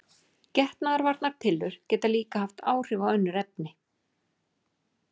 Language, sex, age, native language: Icelandic, female, 40-49, Icelandic